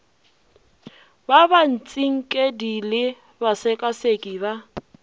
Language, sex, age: Northern Sotho, female, 20